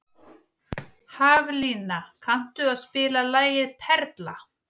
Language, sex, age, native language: Icelandic, female, 40-49, Icelandic